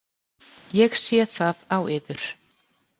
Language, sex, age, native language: Icelandic, female, 40-49, Icelandic